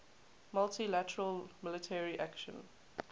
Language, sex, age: English, female, 18